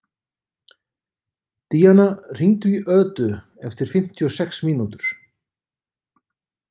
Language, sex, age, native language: Icelandic, male, 50-59, Icelandic